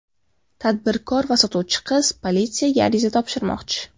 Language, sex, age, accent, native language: Uzbek, female, 18-24, Qashqadaryo, Uzbek